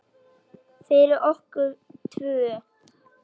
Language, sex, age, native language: Icelandic, female, 8, Icelandic